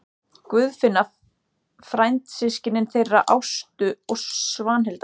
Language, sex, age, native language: Icelandic, male, 14, Icelandic